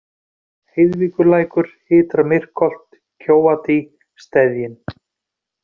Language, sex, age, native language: Icelandic, male, 40-49, Icelandic